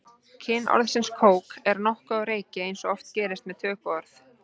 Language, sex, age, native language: Icelandic, female, 30-39, Icelandic